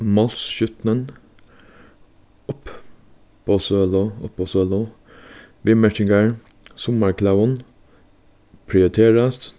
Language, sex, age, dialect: Faroese, male, 15-35, Suðurstreymoy